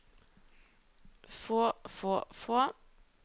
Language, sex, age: Norwegian, female, 38